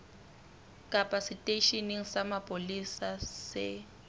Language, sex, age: Southern Sotho, female, 21